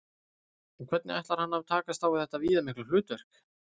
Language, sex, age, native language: Icelandic, male, 20-29, Icelandic